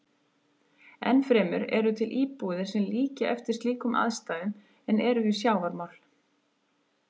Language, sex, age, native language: Icelandic, female, 30-39, Icelandic